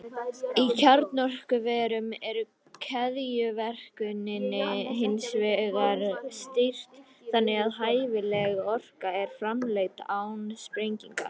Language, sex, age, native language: Icelandic, female, 50-59, Icelandic